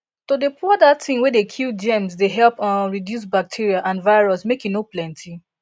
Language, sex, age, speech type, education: Nigerian Pidgin, female, 15-29, spontaneous, tertiary